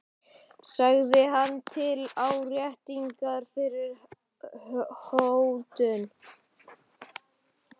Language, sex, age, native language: Icelandic, male, 12, Icelandic